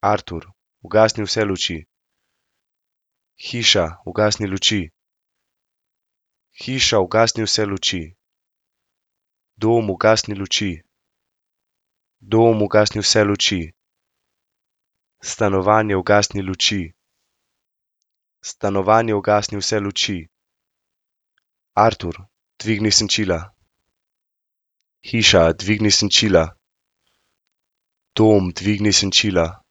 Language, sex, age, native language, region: Slovenian, male, 18-29, Slovenian, Central Slovenia